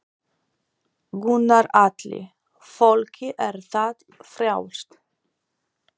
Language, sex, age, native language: Icelandic, female, 40-49, Polish